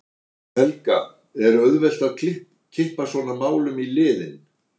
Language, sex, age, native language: Icelandic, male, 60-69, Icelandic